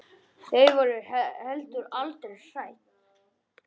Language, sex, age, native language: Icelandic, male, 10, Icelandic